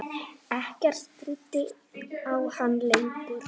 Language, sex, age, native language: Icelandic, female, 7, Icelandic